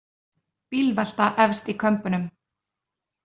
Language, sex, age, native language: Icelandic, female, 30-39, Icelandic